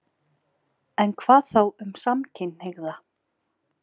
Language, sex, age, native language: Icelandic, female, 40-49, Icelandic